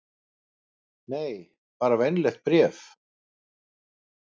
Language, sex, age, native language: Icelandic, male, 50-59, Icelandic